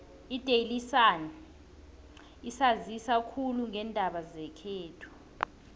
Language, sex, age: South Ndebele, female, 20